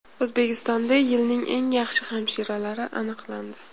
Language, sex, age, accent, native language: Uzbek, female, 18-24, Namangan, Uzbek